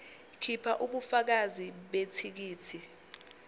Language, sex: Zulu, female